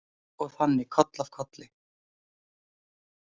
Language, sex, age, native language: Icelandic, female, 18-19, Icelandic